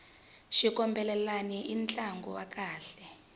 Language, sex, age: Tsonga, female, 20